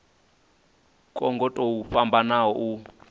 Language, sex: Venda, male